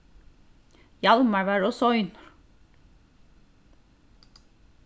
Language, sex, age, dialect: Faroese, female, 15-35, Norðurstreymoy/Eysturoy